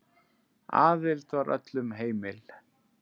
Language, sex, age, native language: Icelandic, male, 10, Icelandic